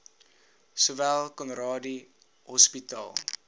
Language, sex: Afrikaans, male